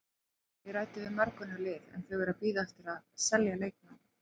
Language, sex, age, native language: Icelandic, female, 40-49, Icelandic